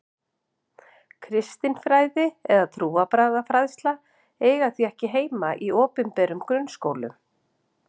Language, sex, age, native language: Icelandic, female, 50-59, Icelandic